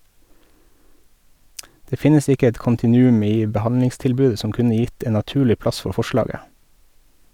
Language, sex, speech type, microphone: Norwegian, male, read, Sennheiser